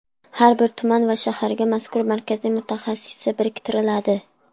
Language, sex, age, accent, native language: Uzbek, female, under 19, Sirdaryo, Uzbek